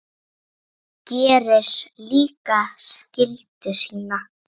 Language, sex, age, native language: Icelandic, male, 8, Icelandic